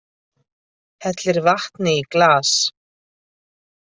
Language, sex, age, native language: Icelandic, female, 50-59, Icelandic